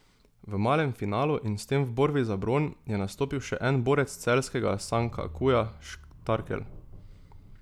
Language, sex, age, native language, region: Slovenian, male, 18-29, Slovenian, Drava region